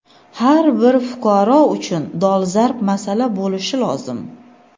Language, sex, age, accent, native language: Uzbek, female, 25-34, Xorazm, Uzbek